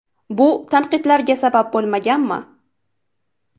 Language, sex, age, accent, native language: Uzbek, female, 18-24, Farg'ona, Uzbek